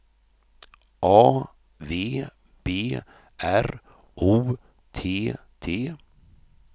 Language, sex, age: Swedish, male, 53